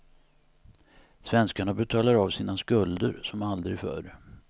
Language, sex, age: Swedish, male, 59